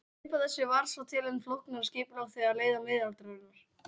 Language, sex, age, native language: Icelandic, female, 18-19, Icelandic